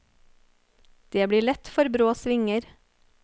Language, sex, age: Norwegian, female, 30